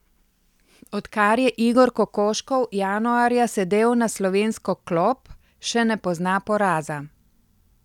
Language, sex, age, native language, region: Slovenian, female, 50-59, Slovenian, Central Slovenia